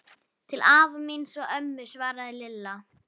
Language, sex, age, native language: Icelandic, female, 11, Icelandic